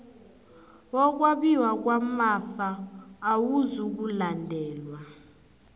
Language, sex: South Ndebele, female